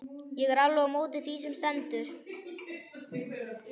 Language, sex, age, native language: Icelandic, male, 11, Icelandic